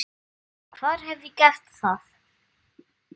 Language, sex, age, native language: Icelandic, male, 9, Icelandic